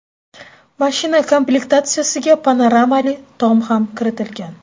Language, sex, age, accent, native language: Uzbek, female, 18-24, Toshkent shahri, Uzbek